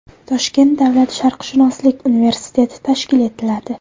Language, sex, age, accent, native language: Uzbek, female, 18-24, Farg'ona, Uzbek